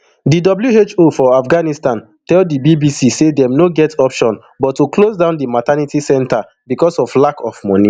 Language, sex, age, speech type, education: Nigerian Pidgin, male, 30-45, spontaneous, tertiary